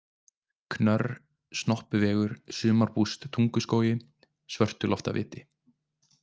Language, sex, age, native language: Icelandic, male, 20-29, Icelandic